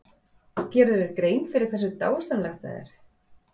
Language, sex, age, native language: Icelandic, female, 40-49, Icelandic